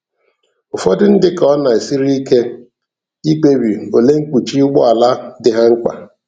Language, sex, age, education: Igbo, male, 46-60, tertiary